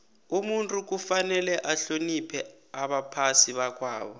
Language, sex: South Ndebele, male